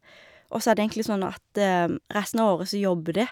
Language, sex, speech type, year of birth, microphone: Norwegian, female, spontaneous, 1991, Shure